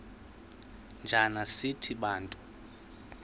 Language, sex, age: Xhosa, male, 20